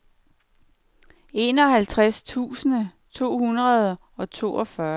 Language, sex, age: Danish, female, 49